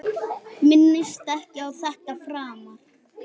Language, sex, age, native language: Icelandic, female, 8, Icelandic